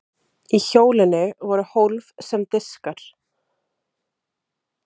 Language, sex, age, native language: Icelandic, female, 30-39, Icelandic